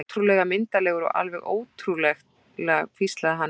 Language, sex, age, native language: Icelandic, female, 40-49, Icelandic